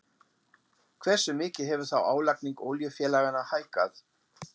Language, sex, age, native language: Icelandic, male, 40-49, German